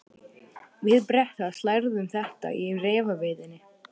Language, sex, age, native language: Icelandic, male, 12, Icelandic